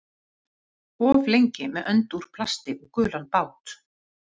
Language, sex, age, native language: Icelandic, female, 50-59, Icelandic